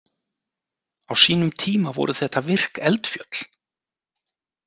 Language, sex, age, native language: Icelandic, male, 40-49, Icelandic